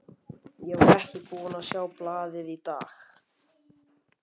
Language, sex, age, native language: Icelandic, male, 11, Icelandic